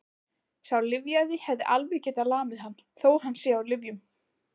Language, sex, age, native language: Icelandic, female, 20-29, Icelandic